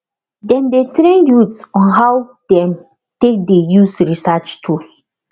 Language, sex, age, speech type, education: Nigerian Pidgin, female, 15-29, spontaneous, tertiary